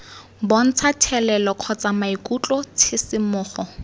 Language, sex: Tswana, female